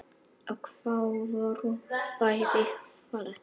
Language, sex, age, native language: Icelandic, male, 9, Icelandic